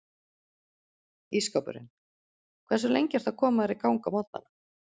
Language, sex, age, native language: Icelandic, female, 40-49, Icelandic